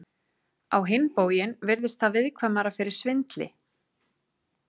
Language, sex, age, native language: Icelandic, female, 30-39, Icelandic